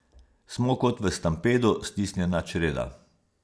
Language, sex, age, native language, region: Slovenian, male, 50-59, Slovenian, Savinja region